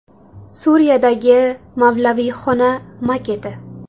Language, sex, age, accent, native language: Uzbek, female, 18-24, Samarqand, Uzbek